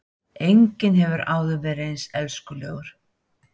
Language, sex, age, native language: Icelandic, female, 60-69, Icelandic